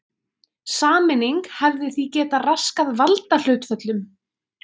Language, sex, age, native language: Icelandic, female, 20-29, Icelandic